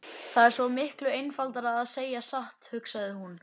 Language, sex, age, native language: Icelandic, male, 11, Icelandic